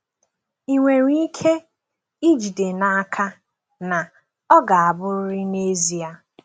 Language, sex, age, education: Igbo, female, 15-29, tertiary